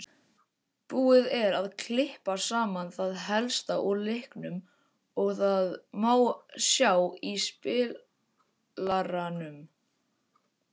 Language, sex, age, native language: Icelandic, male, 18-19, Icelandic